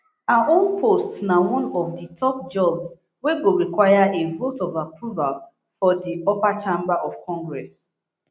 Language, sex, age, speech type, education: Nigerian Pidgin, female, 15-29, spontaneous, tertiary